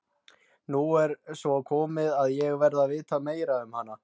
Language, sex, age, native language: Icelandic, male, 20-29, Icelandic